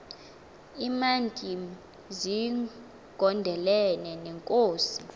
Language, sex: Xhosa, female